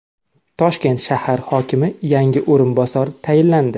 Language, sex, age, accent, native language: Uzbek, male, 25-34, Samarqand, Uzbek